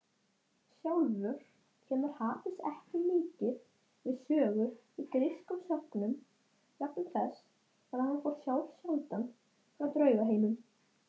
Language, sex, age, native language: Icelandic, male, 10, Icelandic